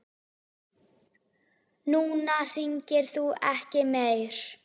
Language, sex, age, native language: Icelandic, female, 10, Icelandic